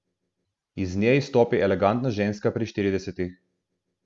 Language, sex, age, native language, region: Slovenian, male, 18-29, Slovenian, Southeast Slovenia